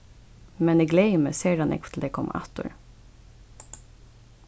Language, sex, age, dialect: Faroese, female, 15-35, Suðurstreymoy